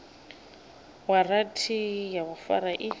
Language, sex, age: Venda, female, 26